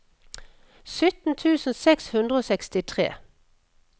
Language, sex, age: Norwegian, female, 57